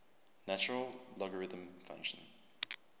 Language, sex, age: English, male, 24